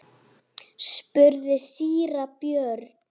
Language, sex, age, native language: Icelandic, female, 7, Icelandic